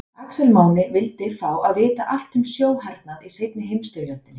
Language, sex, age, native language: Icelandic, female, 30-39, Icelandic